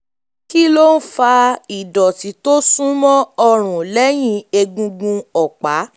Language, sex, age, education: Yoruba, female, 15-29, tertiary